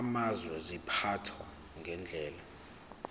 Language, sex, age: Zulu, male, 21